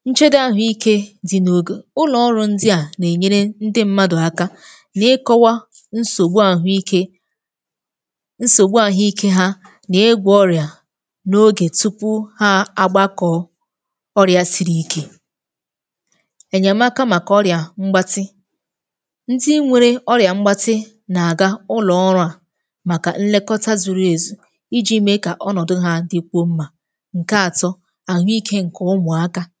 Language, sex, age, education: Igbo, female, 15-29, tertiary